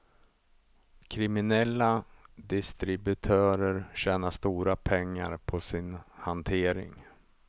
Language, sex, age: Swedish, male, 35